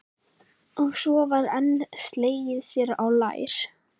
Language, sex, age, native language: Icelandic, female, 11, Icelandic